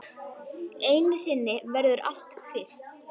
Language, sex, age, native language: Icelandic, female, 10, Icelandic